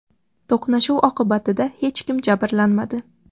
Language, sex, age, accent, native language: Uzbek, female, under 19, Toshkent shahri, Uzbek